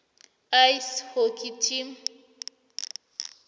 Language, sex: South Ndebele, female